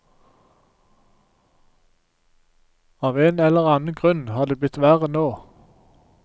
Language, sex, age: Norwegian, male, 47